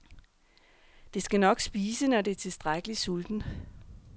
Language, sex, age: Danish, female, 39